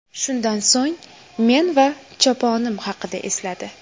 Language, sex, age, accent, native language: Uzbek, female, 18-24, Toshkent shahri, Uzbek